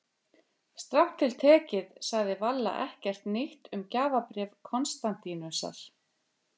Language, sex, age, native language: Icelandic, female, 50-59, Icelandic